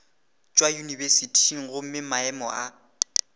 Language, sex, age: Northern Sotho, male, 18